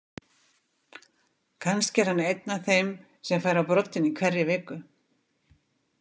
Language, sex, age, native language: Icelandic, female, 50-59, Icelandic